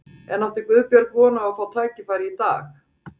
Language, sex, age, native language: Icelandic, female, 40-49, Icelandic